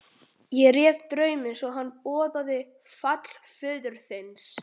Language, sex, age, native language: Icelandic, male, 13, Icelandic